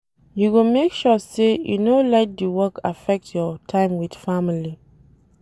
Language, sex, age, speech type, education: Nigerian Pidgin, female, 30-45, read, tertiary